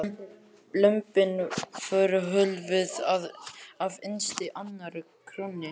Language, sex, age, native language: Icelandic, male, 11, Icelandic